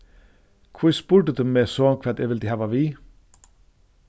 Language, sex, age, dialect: Faroese, male, 36-60, Suðurstreymoy